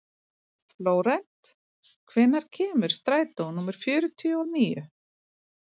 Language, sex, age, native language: Icelandic, female, 30-39, Icelandic